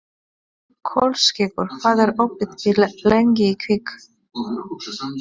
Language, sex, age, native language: Icelandic, female, 30-39, Polish